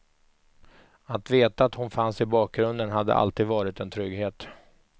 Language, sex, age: Swedish, male, 44